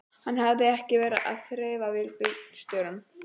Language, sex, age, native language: Icelandic, female, 12, Icelandic